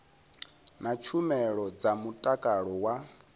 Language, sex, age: Venda, male, 22